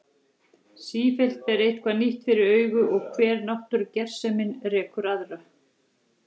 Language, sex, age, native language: Icelandic, female, 40-49, Icelandic